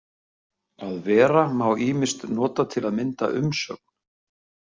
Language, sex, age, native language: Icelandic, male, 50-59, Icelandic